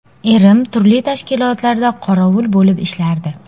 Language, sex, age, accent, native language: Uzbek, female, 18-24, Sirdaryo, Uzbek